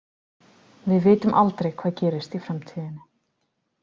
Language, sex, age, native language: Icelandic, female, 40-49, Icelandic